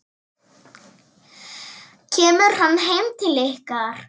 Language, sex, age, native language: Icelandic, female, 7, Icelandic